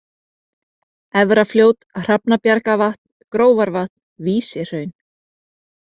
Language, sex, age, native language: Icelandic, female, 30-39, Icelandic